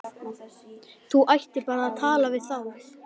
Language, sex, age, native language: Icelandic, male, 11, Icelandic